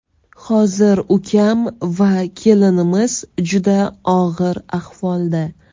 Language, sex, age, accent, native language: Uzbek, female, 18-24, Toshkent shahri, Uzbek